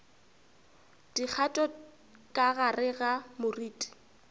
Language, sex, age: Northern Sotho, female, 24